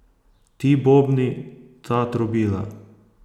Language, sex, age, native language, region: Slovenian, male, 30-49, Slovenian, Posavska region